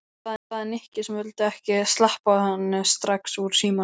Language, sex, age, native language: Icelandic, male, 12, Icelandic